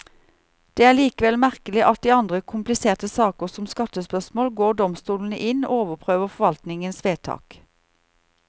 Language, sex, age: Norwegian, female, 38